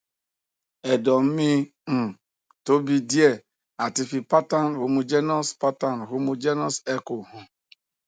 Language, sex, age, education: Yoruba, male, 46-60, tertiary